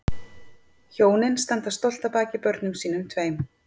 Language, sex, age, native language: Icelandic, female, 50-59, Icelandic